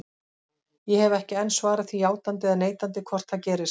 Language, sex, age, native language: Icelandic, female, 40-49, Icelandic